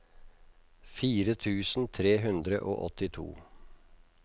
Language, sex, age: Norwegian, male, 56